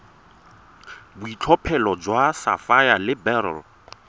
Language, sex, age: Tswana, male, 23